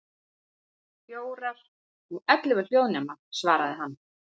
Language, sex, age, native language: Icelandic, female, 40-49, Icelandic